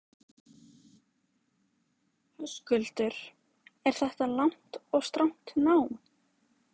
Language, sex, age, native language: Icelandic, female, 20-29, Icelandic